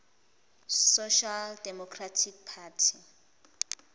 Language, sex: Zulu, female